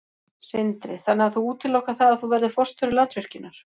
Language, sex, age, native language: Icelandic, female, 40-49, Icelandic